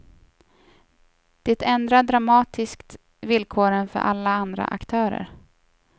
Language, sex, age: Swedish, female, 24